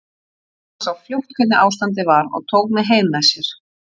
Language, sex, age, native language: Icelandic, female, 40-49, Icelandic